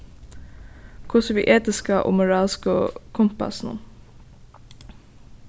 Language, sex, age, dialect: Faroese, female, 15-35, Suðuroy